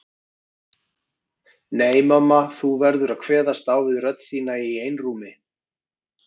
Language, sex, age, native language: Icelandic, male, 50-59, Icelandic